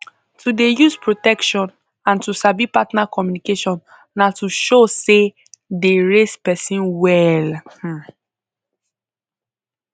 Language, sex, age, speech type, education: Nigerian Pidgin, female, 15-29, spontaneous, tertiary